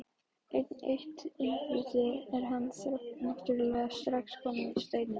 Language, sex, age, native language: Icelandic, female, 12, Icelandic